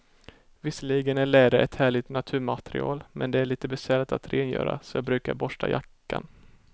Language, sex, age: Swedish, male, 18